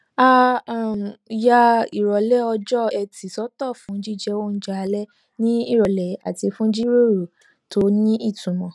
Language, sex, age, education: Yoruba, female, 15-29, tertiary